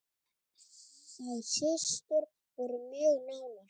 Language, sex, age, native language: Icelandic, female, 7, Icelandic